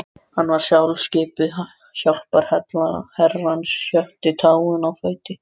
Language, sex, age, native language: Icelandic, other, 13, Icelandic